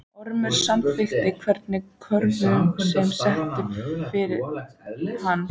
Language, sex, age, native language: Icelandic, female, 14, Icelandic